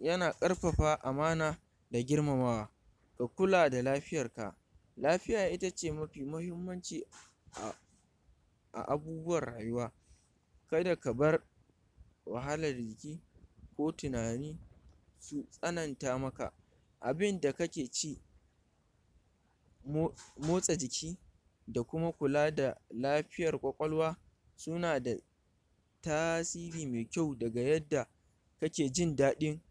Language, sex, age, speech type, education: Hausa, male, 46-60, spontaneous, tertiary